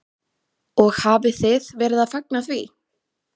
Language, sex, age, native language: Icelandic, female, 20-29, Icelandic